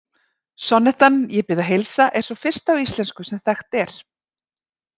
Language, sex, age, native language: Icelandic, female, 40-49, Icelandic